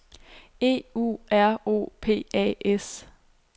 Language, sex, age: Danish, female, 29